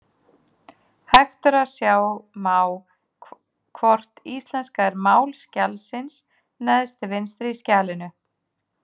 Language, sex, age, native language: Icelandic, female, 30-39, Icelandic